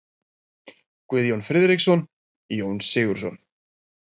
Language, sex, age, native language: Icelandic, male, 20-29, Icelandic